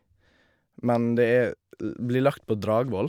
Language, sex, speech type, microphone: Norwegian, male, spontaneous, Shure